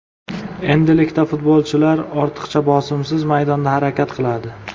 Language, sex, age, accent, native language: Uzbek, male, 25-34, Samarqand, Uzbek